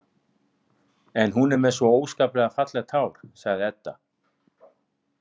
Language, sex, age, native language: Icelandic, male, 40-49, Icelandic